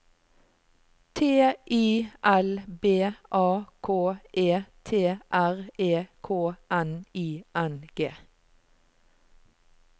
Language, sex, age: Norwegian, female, 45